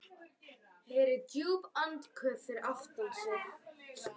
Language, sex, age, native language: Icelandic, female, 11, Icelandic